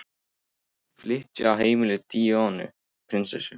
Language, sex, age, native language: Icelandic, male, 18-19, Icelandic